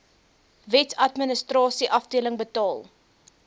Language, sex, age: Afrikaans, female, 22